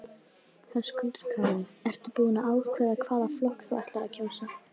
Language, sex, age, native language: Icelandic, female, 18-19, Icelandic